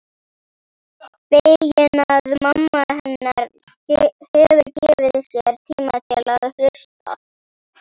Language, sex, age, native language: Icelandic, female, 18-19, Icelandic